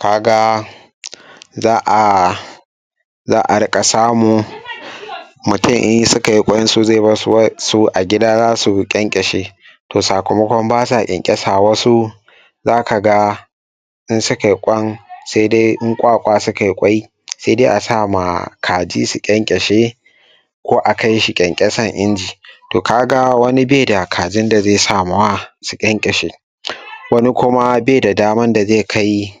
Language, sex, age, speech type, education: Hausa, male, 15-29, spontaneous, tertiary